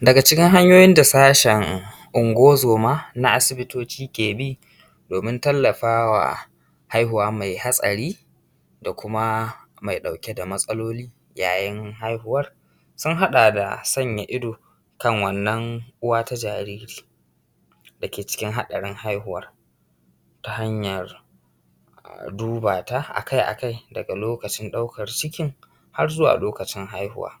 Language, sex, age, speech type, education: Hausa, male, 15-29, spontaneous, secondary